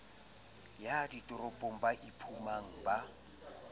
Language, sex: Southern Sotho, male